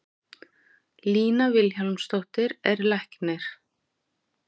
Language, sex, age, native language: Icelandic, female, 40-49, Icelandic